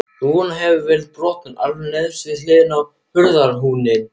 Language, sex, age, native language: Icelandic, male, 12, German